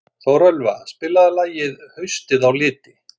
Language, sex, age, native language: Icelandic, male, 60-69, Icelandic